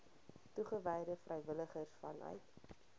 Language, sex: Afrikaans, female